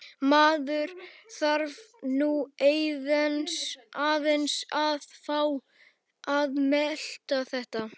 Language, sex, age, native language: Icelandic, male, 11, Icelandic